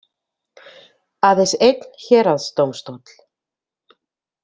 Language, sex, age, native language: Icelandic, female, 50-59, Icelandic